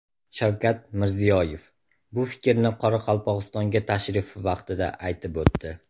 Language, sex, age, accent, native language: Uzbek, male, 18-24, Andijon, Uzbek